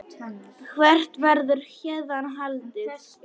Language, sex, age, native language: Icelandic, female, 10, Polish